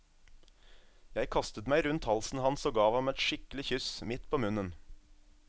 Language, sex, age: Norwegian, male, 27